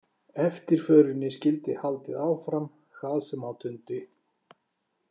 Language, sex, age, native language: Icelandic, male, 40-49, Icelandic